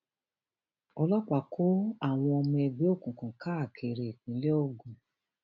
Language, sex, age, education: Yoruba, female, 46-60, tertiary